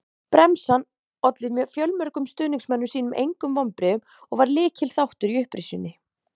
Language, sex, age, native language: Icelandic, female, 30-39, Icelandic